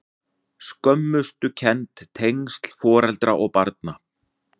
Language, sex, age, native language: Icelandic, male, 40-49, Icelandic